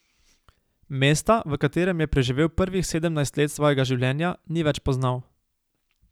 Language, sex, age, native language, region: Slovenian, male, 18-29, Slovenian, Savinja region